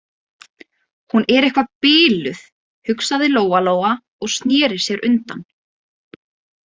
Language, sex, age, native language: Icelandic, female, 20-29, Icelandic